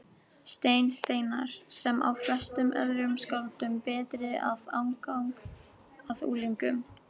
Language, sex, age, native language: Icelandic, female, 18-19, Icelandic